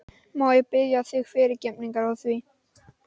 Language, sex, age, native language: Icelandic, male, 12, Icelandic